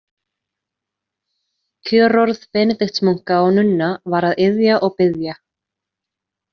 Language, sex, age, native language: Icelandic, female, 30-39, Icelandic